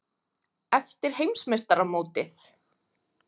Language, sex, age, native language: Icelandic, female, 20-29, Icelandic